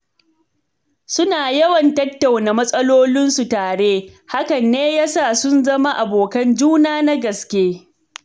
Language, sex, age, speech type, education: Hausa, female, 30-45, read, tertiary